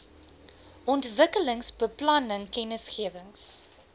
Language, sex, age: Afrikaans, female, 20